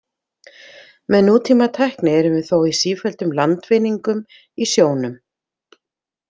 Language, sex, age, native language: Icelandic, female, 50-59, Icelandic